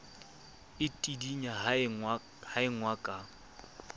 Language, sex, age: Southern Sotho, male, 24